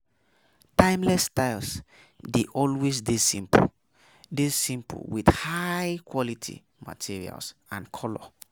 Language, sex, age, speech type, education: Nigerian Pidgin, male, 15-29, spontaneous, tertiary